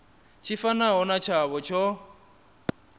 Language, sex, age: Venda, male, 27